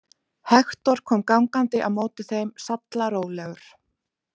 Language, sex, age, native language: Icelandic, female, 20-29, Icelandic